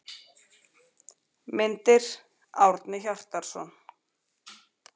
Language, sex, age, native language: Icelandic, female, 40-49, Icelandic